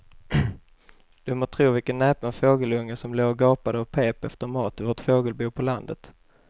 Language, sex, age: Swedish, male, 21